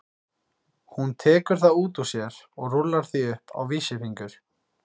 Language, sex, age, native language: Icelandic, male, 18-19, Icelandic